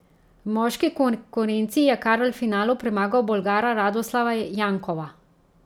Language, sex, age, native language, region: Slovenian, female, 30-49, Slovenian, Central Slovenia